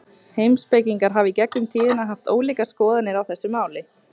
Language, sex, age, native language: Icelandic, female, 18-19, Icelandic